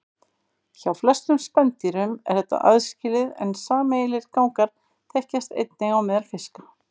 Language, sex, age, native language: Icelandic, female, 50-59, Icelandic